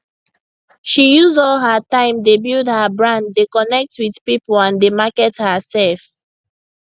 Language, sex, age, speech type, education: Nigerian Pidgin, female, 15-29, spontaneous, secondary